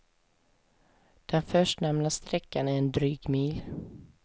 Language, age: Swedish, 20